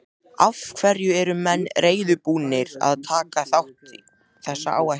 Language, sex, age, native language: Icelandic, male, 14, Icelandic